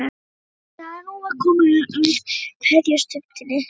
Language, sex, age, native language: Icelandic, female, 12, Icelandic